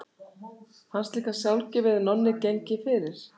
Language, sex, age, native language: Icelandic, female, 60-69, Icelandic